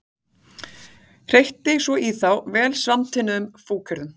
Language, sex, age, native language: Icelandic, female, 40-49, Icelandic